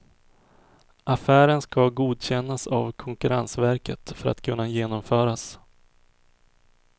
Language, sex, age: Swedish, male, 24